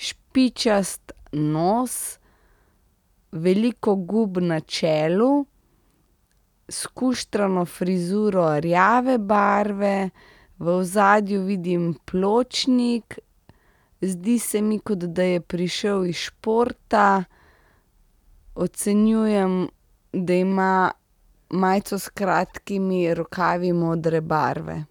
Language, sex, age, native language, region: Slovenian, female, 30-49, Slovenian, Central Slovenia